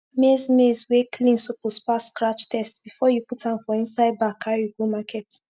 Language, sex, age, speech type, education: Nigerian Pidgin, female, 15-29, spontaneous, tertiary